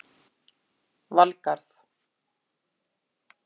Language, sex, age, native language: Icelandic, female, 40-49, Icelandic